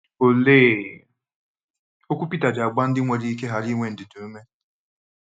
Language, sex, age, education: Igbo, male, 15-29, tertiary